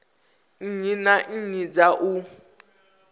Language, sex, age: Venda, male, 21